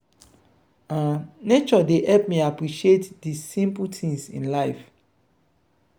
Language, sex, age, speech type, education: Nigerian Pidgin, male, 30-45, spontaneous, tertiary